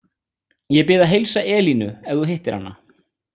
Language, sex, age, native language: Icelandic, female, 18-19, Icelandic